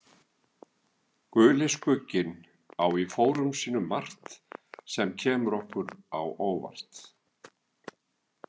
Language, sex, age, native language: Icelandic, male, 70-79, Icelandic